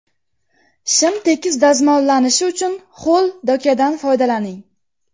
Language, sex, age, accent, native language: Uzbek, female, 12-17, Jizzax, Uzbek